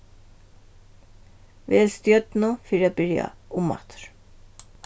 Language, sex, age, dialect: Faroese, female, 36-60, Vágar